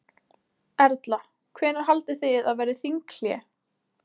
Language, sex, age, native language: Icelandic, female, 20-29, Icelandic